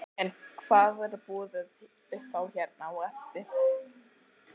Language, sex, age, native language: Icelandic, other, 12, Icelandic